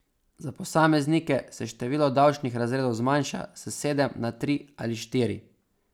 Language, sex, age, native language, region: Slovenian, male, 18-29, Slovenian, Savinja region